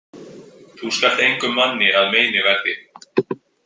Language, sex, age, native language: Icelandic, male, 20-29, Icelandic